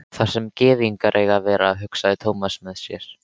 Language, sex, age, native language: Icelandic, male, 13, Icelandic